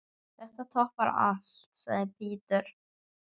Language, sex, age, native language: Icelandic, male, 9, Icelandic